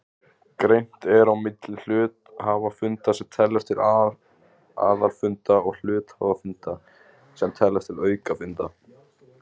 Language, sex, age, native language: Icelandic, male, 20-29, Icelandic